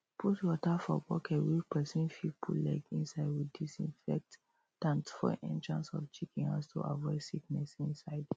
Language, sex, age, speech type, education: Nigerian Pidgin, female, 30-45, spontaneous, tertiary